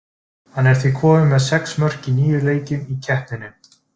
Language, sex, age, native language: Icelandic, male, 20-29, Icelandic